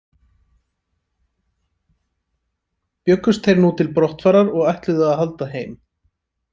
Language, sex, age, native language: Icelandic, male, 30-39, Icelandic